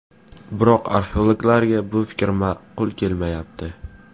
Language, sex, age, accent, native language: Uzbek, male, 18-24, Farg'ona, Uzbek